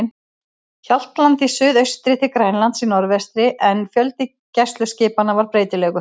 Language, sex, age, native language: Icelandic, female, 50-59, Icelandic